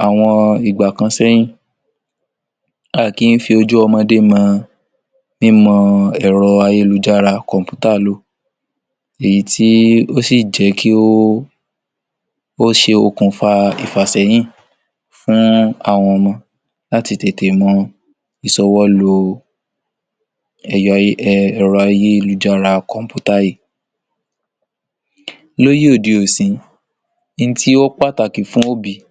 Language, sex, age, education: Yoruba, male, 46-60, tertiary